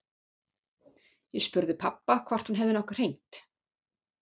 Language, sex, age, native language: Icelandic, female, 40-49, German